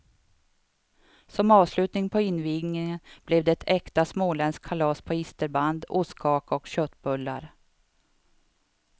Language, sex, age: Swedish, female, 52